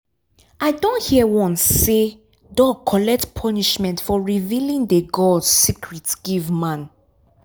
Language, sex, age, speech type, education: Nigerian Pidgin, female, 15-29, spontaneous, tertiary